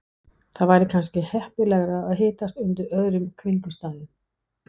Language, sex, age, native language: Icelandic, female, 60-69, Danish